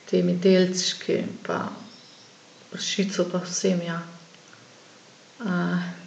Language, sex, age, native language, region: Slovenian, female, 50-59, Slovenian, Gorenjska region